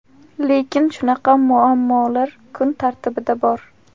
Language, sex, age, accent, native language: Uzbek, female, 18-24, Samarqand, Uzbek